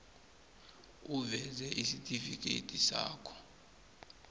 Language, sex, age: South Ndebele, male, 24